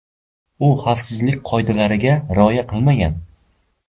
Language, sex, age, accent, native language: Uzbek, male, 12-17, Surxondaryo, Uzbek